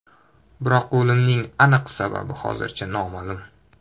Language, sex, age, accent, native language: Uzbek, male, 18-24, Toshkent shahri, Uzbek